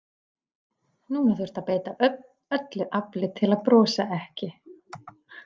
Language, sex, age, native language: Icelandic, female, 40-49, Icelandic